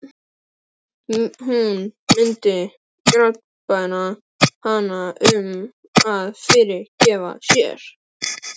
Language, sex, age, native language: Icelandic, male, 12, Icelandic